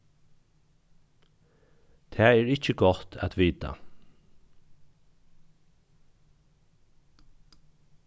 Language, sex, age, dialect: Faroese, male, 36-60, Norðuroyggjar